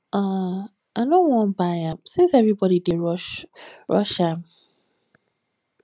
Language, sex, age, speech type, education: Nigerian Pidgin, female, 15-29, spontaneous, tertiary